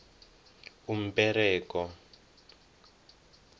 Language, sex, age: South Ndebele, male, 19